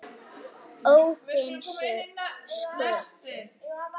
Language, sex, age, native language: Icelandic, female, 18-19, Icelandic